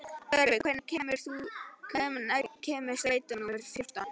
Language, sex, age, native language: Icelandic, female, 11, Icelandic